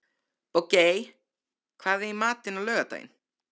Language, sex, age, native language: Icelandic, male, 13, Icelandic